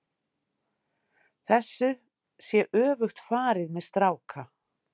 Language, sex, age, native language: Icelandic, female, 50-59, Icelandic